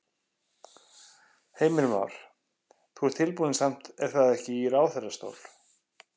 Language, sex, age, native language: Icelandic, male, 50-59, Icelandic